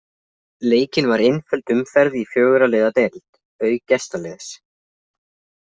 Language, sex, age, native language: Icelandic, other, 20-29, Icelandic